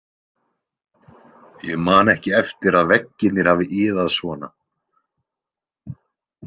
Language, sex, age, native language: Icelandic, male, 20-29, Icelandic